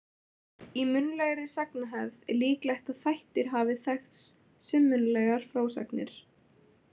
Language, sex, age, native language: Icelandic, female, 20-29, Icelandic